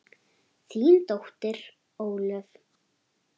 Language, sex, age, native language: Icelandic, female, 9, Icelandic